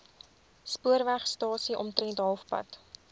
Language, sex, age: Afrikaans, female, 20